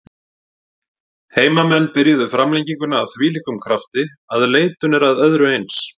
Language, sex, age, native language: Icelandic, male, 40-49, Icelandic